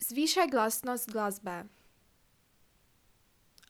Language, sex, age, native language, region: Slovenian, female, 18-29, Slovenian, Drava region